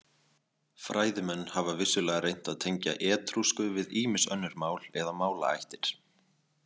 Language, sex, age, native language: Icelandic, male, 20-29, Icelandic